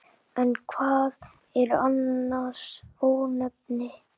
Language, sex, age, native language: Icelandic, male, 10, Icelandic